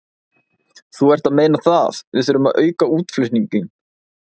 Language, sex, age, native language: Icelandic, male, 20-29, Icelandic